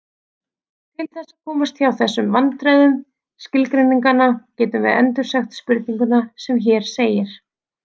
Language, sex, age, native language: Icelandic, female, 30-39, Icelandic